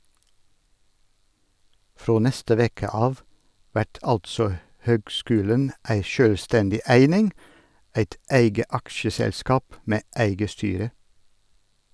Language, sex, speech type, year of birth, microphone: Norwegian, male, read, 1962, Sennheiser